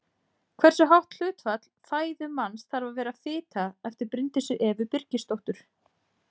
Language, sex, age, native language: Icelandic, female, 40-49, Icelandic